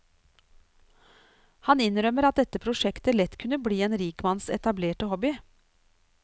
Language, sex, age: Norwegian, female, 49